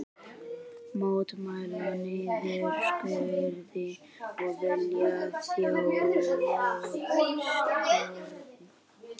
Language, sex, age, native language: Icelandic, female, 60-69, Icelandic